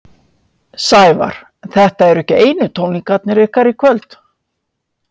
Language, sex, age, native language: Icelandic, female, 50-59, Icelandic